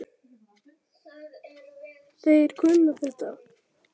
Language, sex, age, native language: Icelandic, male, 7, Icelandic